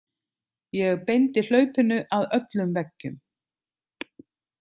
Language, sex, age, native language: Icelandic, other, 50-59, Icelandic